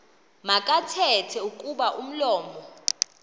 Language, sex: Xhosa, female